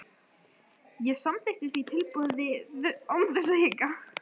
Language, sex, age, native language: Icelandic, female, 13, Icelandic